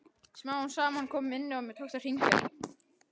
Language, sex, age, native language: Icelandic, male, 12, Icelandic